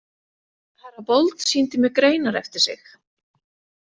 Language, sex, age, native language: Icelandic, female, 40-49, Icelandic